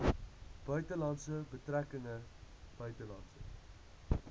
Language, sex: Afrikaans, male